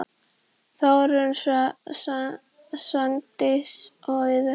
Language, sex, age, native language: Icelandic, female, 10, Icelandic